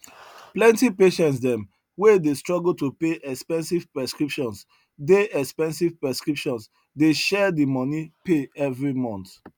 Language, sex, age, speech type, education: Nigerian Pidgin, male, 30-45, spontaneous, tertiary